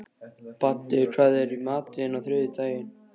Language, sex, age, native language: Icelandic, male, 13, Icelandic